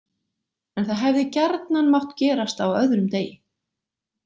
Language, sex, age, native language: Icelandic, female, 40-49, Icelandic